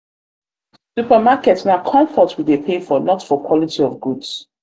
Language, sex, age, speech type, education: Nigerian Pidgin, female, 30-45, spontaneous, tertiary